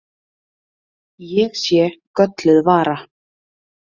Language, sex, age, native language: Icelandic, female, 30-39, Icelandic